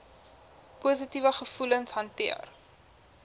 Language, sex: Afrikaans, female